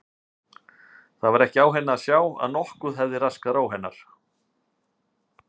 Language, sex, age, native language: Icelandic, male, 50-59, Icelandic